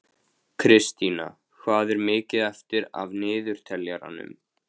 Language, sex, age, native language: Icelandic, male, 15, Icelandic